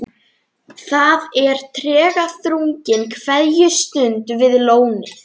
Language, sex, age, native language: Icelandic, female, 11, Icelandic